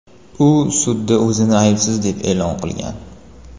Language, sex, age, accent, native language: Uzbek, male, 18-24, Namangan, Uzbek